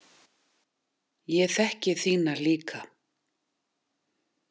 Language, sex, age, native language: Icelandic, female, 40-49, Icelandic